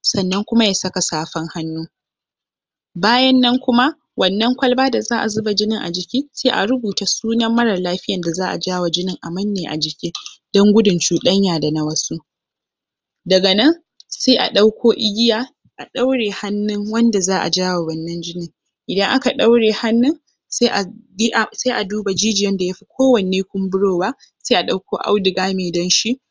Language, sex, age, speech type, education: Hausa, female, 15-29, spontaneous, tertiary